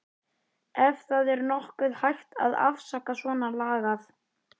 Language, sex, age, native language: Icelandic, male, 11, Icelandic